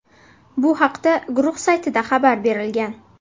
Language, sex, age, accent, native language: Uzbek, female, 18-24, Buxoro, Uzbek